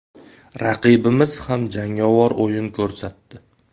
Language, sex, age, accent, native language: Uzbek, male, 18-24, Andijon, Uzbek